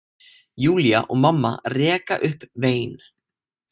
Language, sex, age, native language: Icelandic, male, 18-19, Icelandic